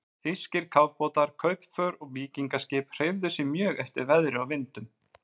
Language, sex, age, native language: Icelandic, male, 40-49, Icelandic